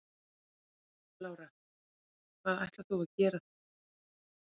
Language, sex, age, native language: Icelandic, female, 40-49, Icelandic